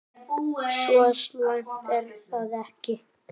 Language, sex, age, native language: Icelandic, male, 9, Icelandic